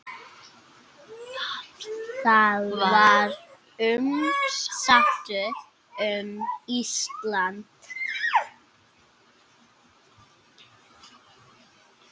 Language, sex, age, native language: Icelandic, male, 6, Icelandic